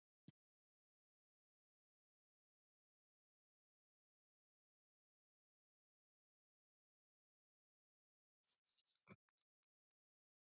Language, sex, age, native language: Icelandic, female, 50-59, Danish